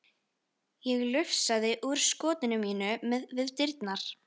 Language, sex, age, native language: Icelandic, female, 13, Icelandic